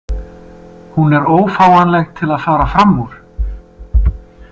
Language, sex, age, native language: Icelandic, male, 30-39, Icelandic